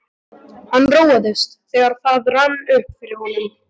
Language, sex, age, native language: Icelandic, male, 12, Icelandic